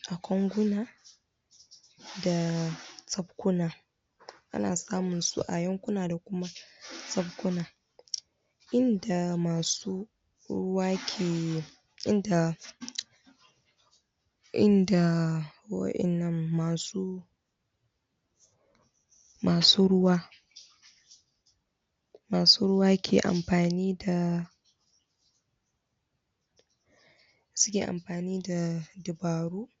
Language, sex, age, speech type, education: Hausa, female, 15-29, spontaneous, tertiary